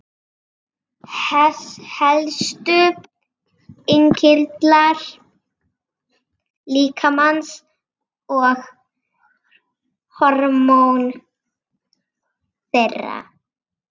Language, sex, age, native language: Icelandic, female, 40-49, Icelandic